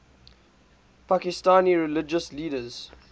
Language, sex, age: English, male, 18